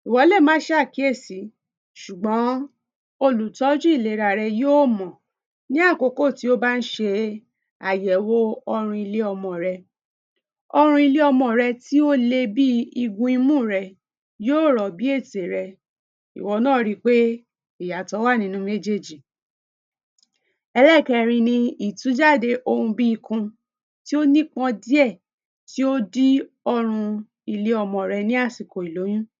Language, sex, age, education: Yoruba, female, 30-45, tertiary